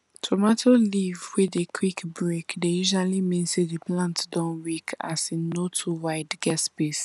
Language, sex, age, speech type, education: Nigerian Pidgin, female, 15-29, spontaneous, tertiary